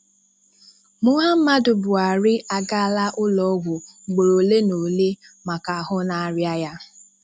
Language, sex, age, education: Igbo, female, 30-45, tertiary